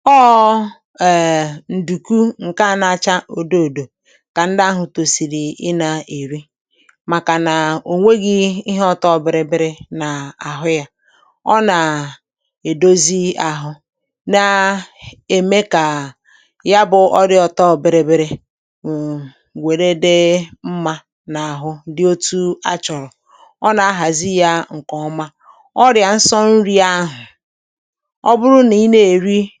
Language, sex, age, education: Igbo, female, 46-60, tertiary